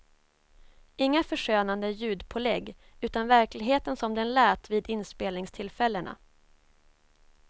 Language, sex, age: Swedish, female, 24